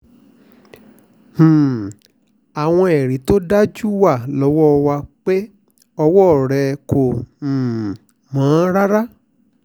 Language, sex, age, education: Yoruba, male, 46-60, tertiary